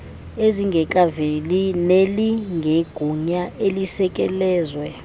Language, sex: Xhosa, female